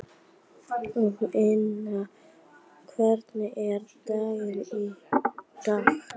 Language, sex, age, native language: Icelandic, female, 11, Icelandic